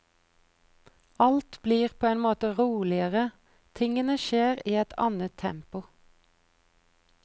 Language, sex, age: Norwegian, female, 43